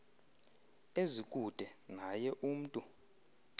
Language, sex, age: Xhosa, male, 20